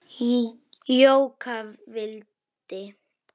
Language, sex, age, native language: Icelandic, female, 9, Icelandic